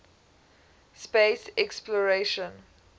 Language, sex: English, female